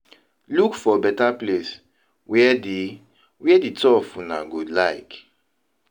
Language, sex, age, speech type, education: Nigerian Pidgin, male, 30-45, spontaneous, tertiary